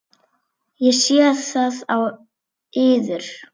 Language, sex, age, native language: Icelandic, female, 7, Icelandic